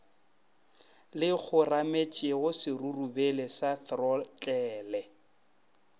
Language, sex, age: Northern Sotho, male, 22